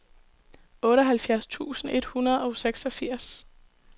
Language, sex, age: Danish, female, 18